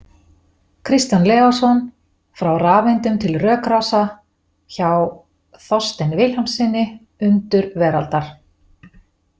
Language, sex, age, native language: Icelandic, female, 40-49, Icelandic